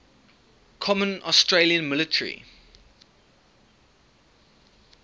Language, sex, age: English, male, 19